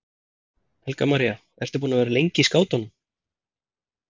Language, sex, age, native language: Icelandic, male, 30-39, Icelandic